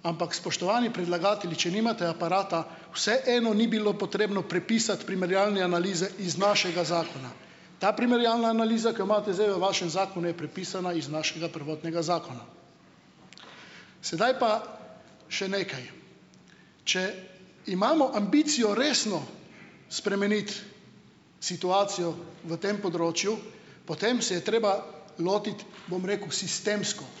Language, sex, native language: Slovenian, male, Slovenian